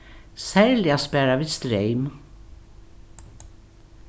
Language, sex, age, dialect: Faroese, female, 61+, Norðuroyggjar